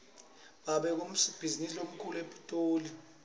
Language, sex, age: Swati, male, 26